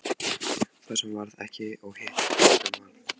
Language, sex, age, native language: Icelandic, male, 14, Icelandic